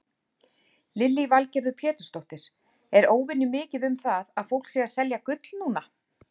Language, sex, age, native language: Icelandic, female, 40-49, Icelandic